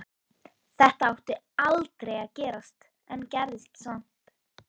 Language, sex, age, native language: Icelandic, female, 13, Icelandic